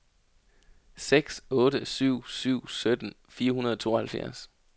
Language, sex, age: Danish, male, 33